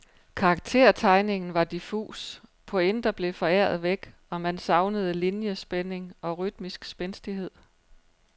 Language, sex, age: Danish, female, 43